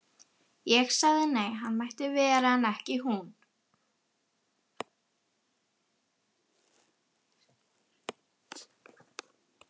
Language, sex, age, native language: Icelandic, female, 11, Icelandic